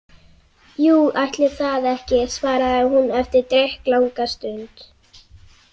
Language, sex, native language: Icelandic, other, Icelandic